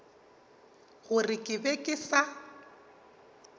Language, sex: Northern Sotho, male